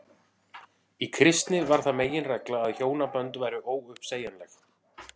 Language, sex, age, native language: Icelandic, male, 40-49, Icelandic